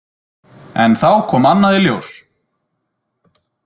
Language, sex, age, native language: Icelandic, male, 30-39, Icelandic